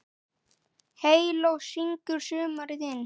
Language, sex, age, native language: Icelandic, male, 9, Icelandic